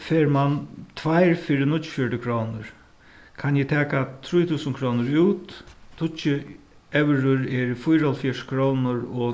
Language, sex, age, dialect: Faroese, male, 61+, Suðuroy